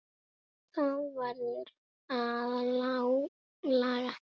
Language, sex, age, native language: Icelandic, male, 7, Icelandic